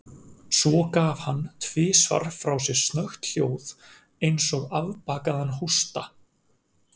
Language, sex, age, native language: Icelandic, male, 30-39, Icelandic